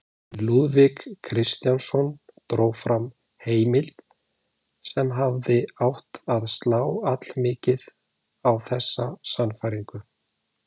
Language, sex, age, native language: Icelandic, male, 40-49, Icelandic